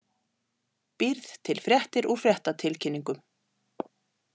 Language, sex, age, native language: Icelandic, female, 40-49, Icelandic